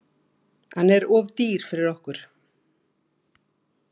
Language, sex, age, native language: Icelandic, female, 50-59, Icelandic